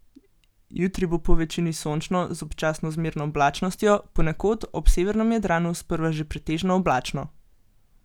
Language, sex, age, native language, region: Slovenian, female, 18-29, Slovenian, Gorenjska region